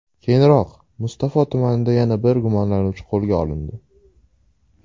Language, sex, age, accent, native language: Uzbek, male, 19-29, Toshkent shahri, Uzbek